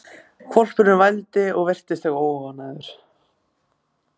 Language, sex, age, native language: Icelandic, other, 14, Icelandic